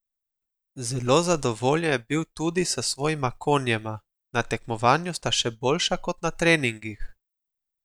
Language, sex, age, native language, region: Slovenian, male, 18-29, Slovenian, Gorica region